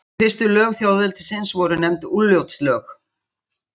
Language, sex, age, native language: Icelandic, female, 60-69, Icelandic